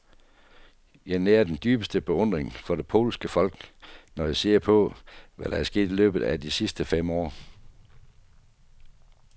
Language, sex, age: Danish, male, 48